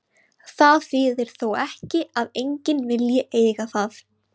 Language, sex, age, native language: Icelandic, female, 20-29, Icelandic